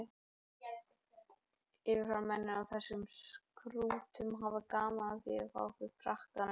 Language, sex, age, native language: Icelandic, male, 18-19, Icelandic